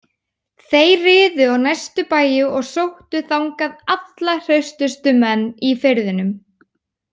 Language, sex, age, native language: Icelandic, female, 18-19, Icelandic